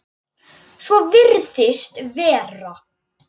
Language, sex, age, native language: Icelandic, male, 9, Icelandic